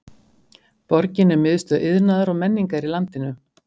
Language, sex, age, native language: Icelandic, female, 50-59, Icelandic